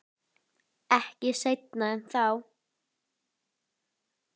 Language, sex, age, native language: Icelandic, female, 10, Icelandic